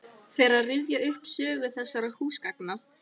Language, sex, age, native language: Icelandic, female, 13, Icelandic